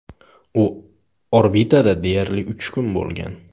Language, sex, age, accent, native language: Uzbek, male, 18-24, Samarqand, Uzbek